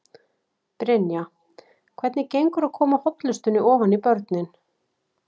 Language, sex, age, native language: Icelandic, female, 40-49, Icelandic